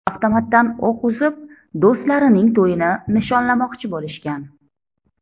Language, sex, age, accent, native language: Uzbek, female, 30-39, Toshkent shahri, Uzbek